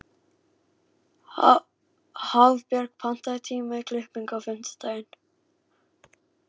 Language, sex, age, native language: Icelandic, male, 11, Icelandic